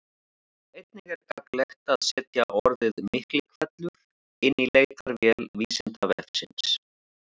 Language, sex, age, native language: Icelandic, male, 40-49, Icelandic